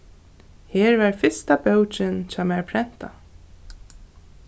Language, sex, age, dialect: Faroese, female, 15-35, Norðuroyggjar